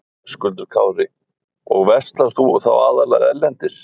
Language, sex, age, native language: Icelandic, male, 50-59, Icelandic